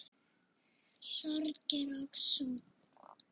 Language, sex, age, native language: Icelandic, female, 6, Icelandic